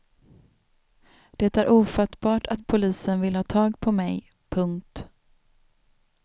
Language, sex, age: Swedish, female, 27